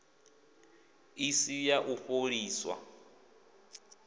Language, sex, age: Venda, male, 24